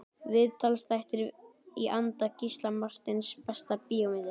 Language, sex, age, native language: Icelandic, male, 12, Icelandic